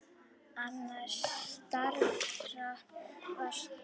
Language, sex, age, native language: Icelandic, female, 10, Icelandic